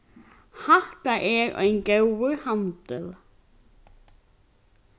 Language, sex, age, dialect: Faroese, female, 15-35, Norðurstreymoy/Eysturoy